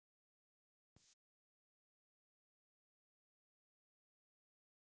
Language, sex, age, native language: Icelandic, male, 20-29, Polish